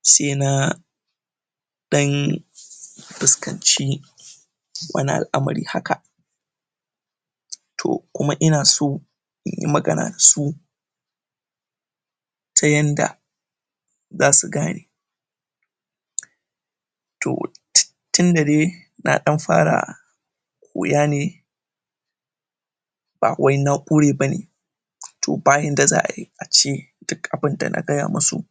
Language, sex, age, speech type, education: Hausa, male, 15-29, spontaneous, tertiary